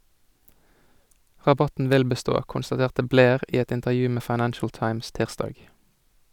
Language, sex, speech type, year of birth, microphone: Norwegian, male, read, 1987, Sennheiser